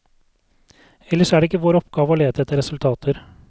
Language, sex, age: Norwegian, male, 32